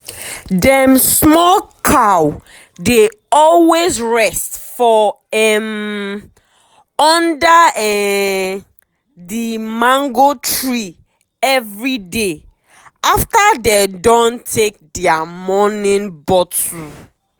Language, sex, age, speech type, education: Nigerian Pidgin, female, 15-29, spontaneous, tertiary